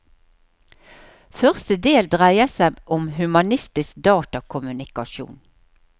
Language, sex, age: Norwegian, female, 63